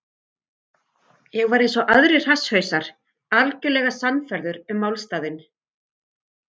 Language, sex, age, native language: Icelandic, female, 50-59, Icelandic